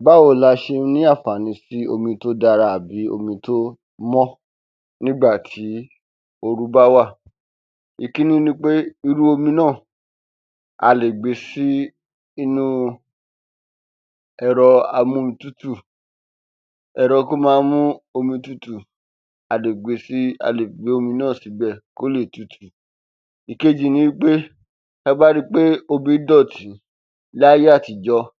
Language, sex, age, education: Yoruba, male, 15-29, tertiary